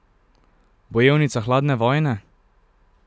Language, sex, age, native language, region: Slovenian, male, 18-29, Slovenian, Drava region